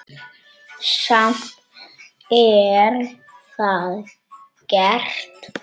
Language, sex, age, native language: Icelandic, male, 9, Icelandic